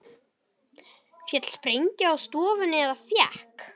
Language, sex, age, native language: Icelandic, male, 12, Icelandic